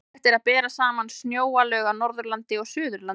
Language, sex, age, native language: Icelandic, female, 20-29, Icelandic